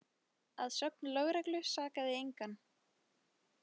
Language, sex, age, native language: Icelandic, female, 20-29, Icelandic